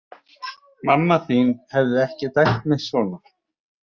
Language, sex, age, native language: Icelandic, male, 40-49, Icelandic